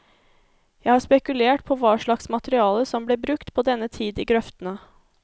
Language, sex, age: Norwegian, female, 24